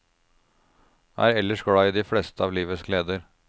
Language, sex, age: Norwegian, male, 36